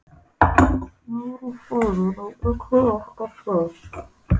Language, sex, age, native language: Icelandic, female, 12, Polish